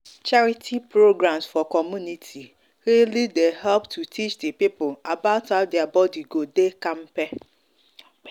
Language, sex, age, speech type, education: Nigerian Pidgin, female, 30-45, spontaneous, tertiary